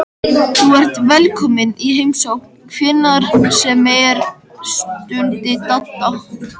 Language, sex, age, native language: Icelandic, male, 13, Icelandic